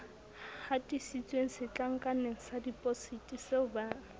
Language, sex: Southern Sotho, female